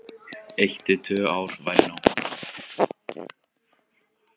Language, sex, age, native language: Icelandic, male, 18-19, Icelandic